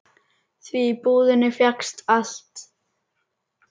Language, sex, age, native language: Icelandic, male, 8, Icelandic